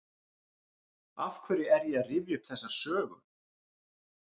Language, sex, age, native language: Icelandic, male, 40-49, Icelandic